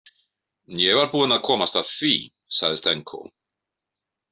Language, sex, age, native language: Icelandic, male, 50-59, Icelandic